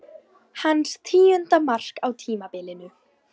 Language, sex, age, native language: Icelandic, female, 18-19, Icelandic